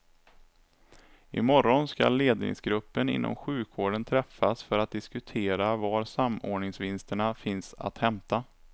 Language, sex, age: Swedish, male, 27